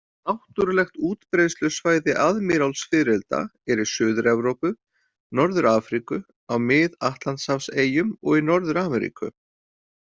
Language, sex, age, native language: Icelandic, male, 40-49, Icelandic